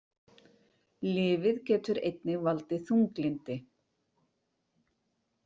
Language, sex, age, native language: Icelandic, female, 40-49, Icelandic